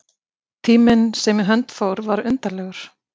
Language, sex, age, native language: Icelandic, female, 50-59, Icelandic